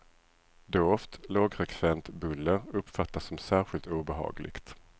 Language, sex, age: Swedish, male, 37